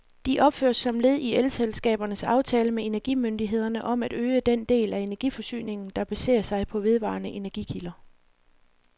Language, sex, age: Danish, female, 40